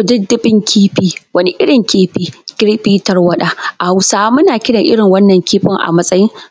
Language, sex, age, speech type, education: Hausa, female, 15-29, spontaneous, tertiary